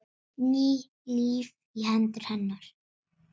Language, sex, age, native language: Icelandic, female, 7, Icelandic